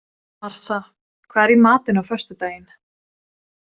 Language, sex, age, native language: Icelandic, female, 20-29, Swedish